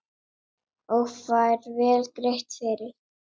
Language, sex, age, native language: Icelandic, female, 7, Icelandic